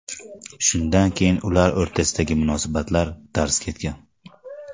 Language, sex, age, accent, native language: Uzbek, male, 19-29, Namangan, Uzbek